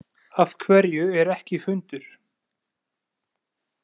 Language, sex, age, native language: Icelandic, male, 20-29, Icelandic